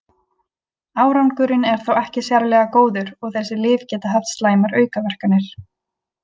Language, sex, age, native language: Icelandic, female, 20-29, Icelandic